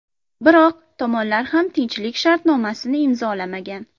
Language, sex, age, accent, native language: Uzbek, female, 19-29, Andijon, Uzbek